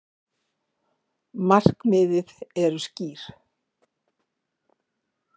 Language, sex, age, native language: Icelandic, female, 50-59, Icelandic